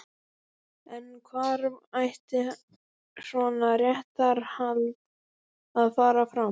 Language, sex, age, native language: Icelandic, female, 12, Icelandic